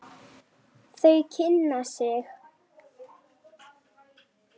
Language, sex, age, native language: Icelandic, female, 10, Lithuanian